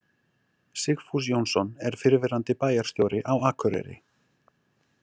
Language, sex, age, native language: Icelandic, male, 40-49, Icelandic